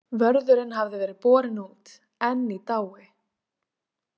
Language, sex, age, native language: Icelandic, female, 20-29, Icelandic